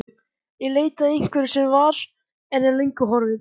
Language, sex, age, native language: Icelandic, male, 14, Icelandic